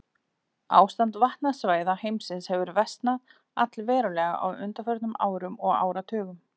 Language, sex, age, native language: Icelandic, female, 40-49, Icelandic